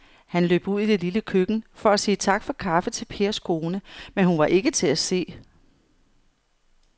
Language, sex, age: Danish, female, 55